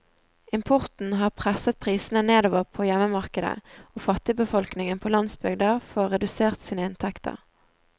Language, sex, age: Norwegian, female, 20